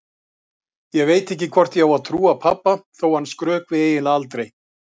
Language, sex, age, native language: Icelandic, male, 60-69, Icelandic